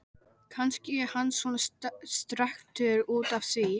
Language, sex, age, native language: Icelandic, male, 12, Icelandic